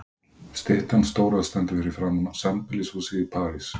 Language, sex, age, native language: Icelandic, male, 40-49, Icelandic